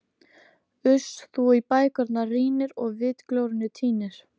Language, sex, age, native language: Icelandic, female, 13, Icelandic